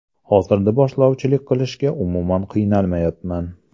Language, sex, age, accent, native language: Uzbek, male, 35+, Andijon, Uzbek